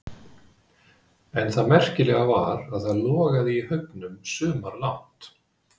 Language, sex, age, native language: Icelandic, male, 50-59, Icelandic